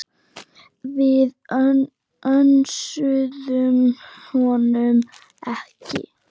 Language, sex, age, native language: Icelandic, female, 9, Icelandic